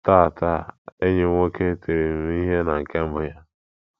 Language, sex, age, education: Igbo, male, 15-29, tertiary